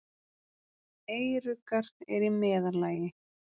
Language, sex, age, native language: Icelandic, female, 30-39, Icelandic